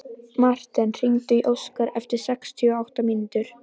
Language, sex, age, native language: Icelandic, female, 11, Icelandic